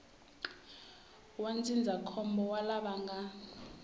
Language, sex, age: Tsonga, female, 18